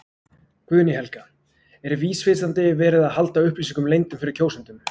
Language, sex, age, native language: Icelandic, male, 20-29, Icelandic